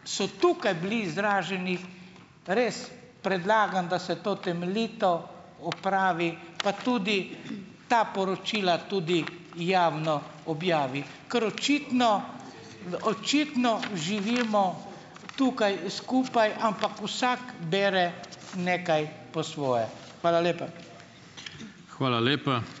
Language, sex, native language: Slovenian, male, Slovenian